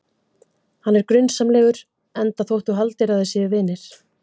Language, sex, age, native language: Icelandic, female, 50-59, Icelandic